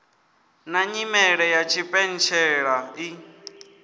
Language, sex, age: Venda, male, 19